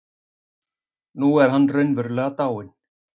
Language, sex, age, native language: Icelandic, male, 50-59, Icelandic